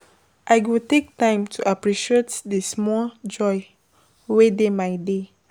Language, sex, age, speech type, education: Nigerian Pidgin, female, 15-29, spontaneous, tertiary